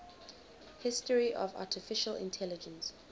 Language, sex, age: English, female, 19